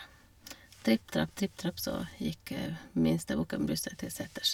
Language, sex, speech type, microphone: Norwegian, female, spontaneous, Shure